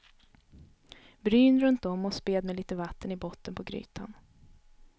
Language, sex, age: Swedish, female, 32